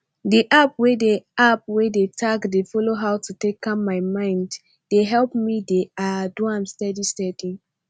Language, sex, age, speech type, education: Nigerian Pidgin, female, 15-29, spontaneous, tertiary